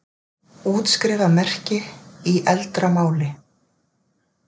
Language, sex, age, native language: Icelandic, female, 50-59, Icelandic